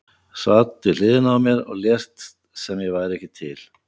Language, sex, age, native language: Icelandic, male, 50-59, Icelandic